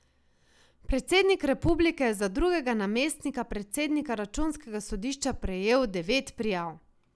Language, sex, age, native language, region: Slovenian, female, 18-29, Slovenian, Savinja region